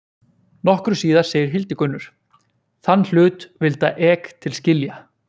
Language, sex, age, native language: Icelandic, male, 20-29, Icelandic